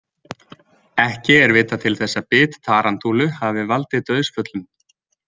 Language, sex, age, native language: Icelandic, male, 20-29, Icelandic